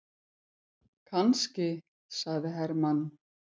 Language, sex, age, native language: Icelandic, female, 50-59, Icelandic